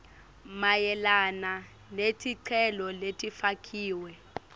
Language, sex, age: Swati, female, 18